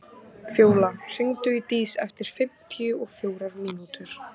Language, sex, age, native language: Icelandic, female, 14, Icelandic